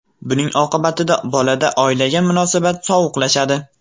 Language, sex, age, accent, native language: Uzbek, male, 18-24, Farg'ona, Uzbek